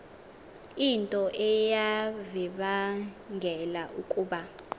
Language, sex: Xhosa, female